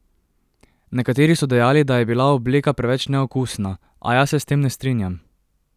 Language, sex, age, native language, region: Slovenian, male, 18-29, Slovenian, Drava region